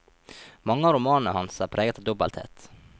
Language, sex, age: Norwegian, male, 23